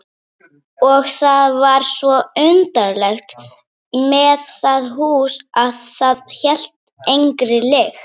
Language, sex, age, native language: Icelandic, female, 30-39, Icelandic